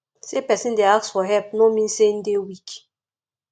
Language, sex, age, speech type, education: Nigerian Pidgin, female, 15-29, spontaneous, tertiary